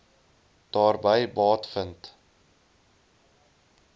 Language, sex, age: Afrikaans, male, 20